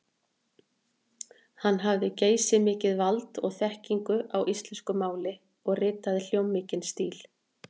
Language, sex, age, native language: Icelandic, female, 40-49, Icelandic